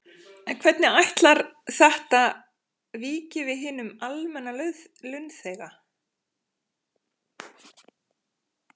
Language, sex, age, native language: Icelandic, female, 40-49, Icelandic